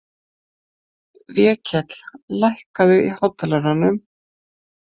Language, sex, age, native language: Icelandic, female, 50-59, Icelandic